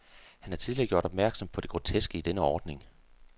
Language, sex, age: Danish, male, 48